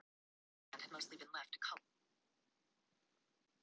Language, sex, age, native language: Icelandic, male, 11, Icelandic